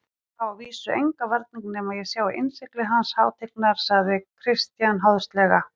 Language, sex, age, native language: Icelandic, female, 40-49, Icelandic